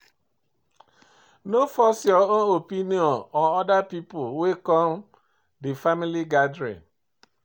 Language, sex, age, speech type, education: Nigerian Pidgin, male, 46-60, read, tertiary